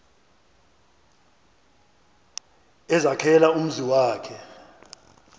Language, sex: Xhosa, male